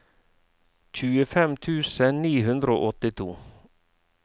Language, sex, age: Norwegian, male, 49